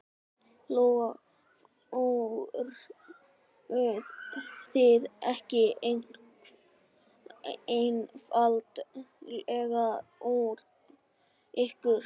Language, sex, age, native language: Icelandic, male, 12, Icelandic